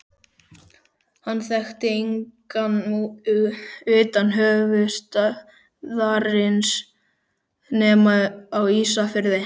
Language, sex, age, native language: Icelandic, male, 12, Icelandic